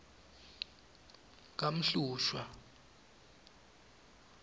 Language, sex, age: Swati, male, 18